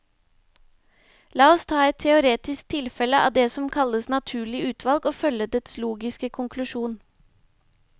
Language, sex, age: Norwegian, female, 25